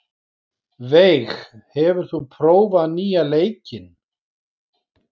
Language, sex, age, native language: Icelandic, male, 40-49, Icelandic